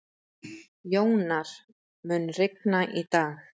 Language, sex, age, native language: Icelandic, female, 30-39, Icelandic